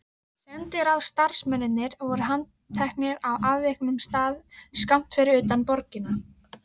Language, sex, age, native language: Icelandic, female, 13, Icelandic